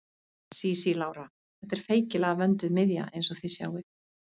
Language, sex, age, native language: Icelandic, female, 50-59, Icelandic